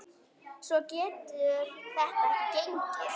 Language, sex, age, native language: Icelandic, female, 9, Icelandic